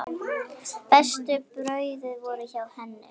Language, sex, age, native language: Icelandic, female, 8, Icelandic